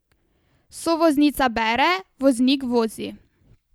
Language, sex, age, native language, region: Slovenian, female, 18-29, Slovenian, Savinja region